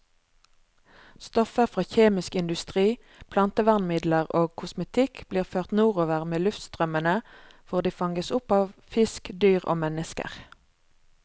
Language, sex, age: Norwegian, female, 36